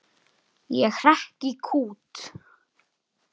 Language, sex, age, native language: Icelandic, male, 9, Icelandic